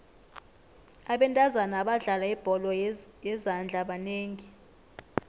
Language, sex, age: South Ndebele, female, 25